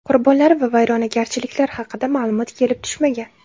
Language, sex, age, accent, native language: Uzbek, female, 18-24, Namangan, Uzbek